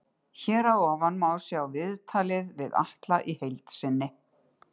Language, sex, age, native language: Icelandic, female, 60-69, Icelandic